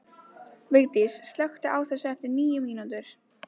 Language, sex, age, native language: Icelandic, female, 20-29, Icelandic